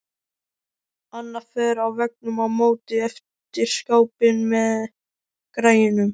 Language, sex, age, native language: Icelandic, male, 13, Icelandic